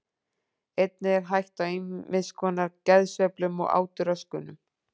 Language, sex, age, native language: Icelandic, female, 40-49, Icelandic